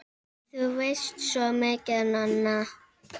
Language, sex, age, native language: Icelandic, female, 7, Icelandic